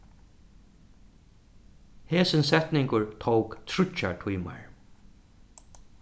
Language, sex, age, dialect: Faroese, male, 36-60, Suðuroy